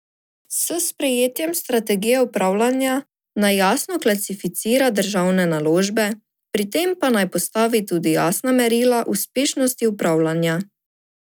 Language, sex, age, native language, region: Slovenian, female, 18-29, Slovenian, Drava region